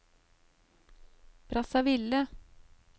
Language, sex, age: Norwegian, female, 38